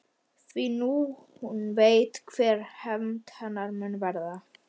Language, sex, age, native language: Icelandic, male, 12, Icelandic